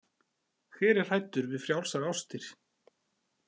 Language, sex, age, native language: Icelandic, male, 40-49, Icelandic